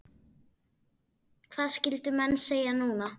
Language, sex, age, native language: Icelandic, female, 9, Icelandic